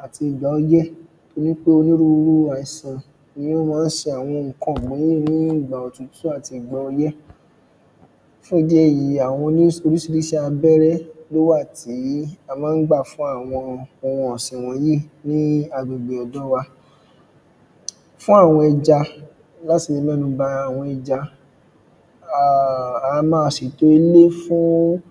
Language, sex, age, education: Yoruba, male, 15-29, secondary